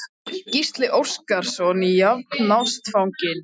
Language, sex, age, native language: Icelandic, male, 13, Icelandic